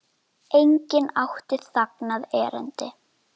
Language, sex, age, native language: Icelandic, female, 10, Icelandic